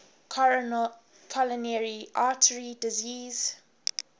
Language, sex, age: English, female, 20